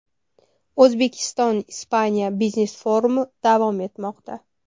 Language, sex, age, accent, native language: Uzbek, female, 25-34, Toshkent shahri, Uzbek